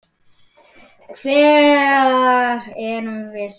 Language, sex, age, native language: Icelandic, male, 10, Icelandic